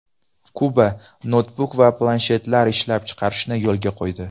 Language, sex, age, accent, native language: Uzbek, male, 19-29, Toshkent viloyati, Uzbek